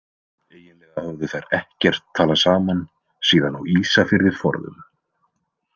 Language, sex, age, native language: Icelandic, male, 20-29, Icelandic